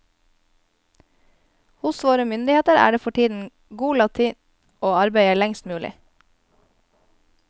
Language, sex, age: Norwegian, female, 22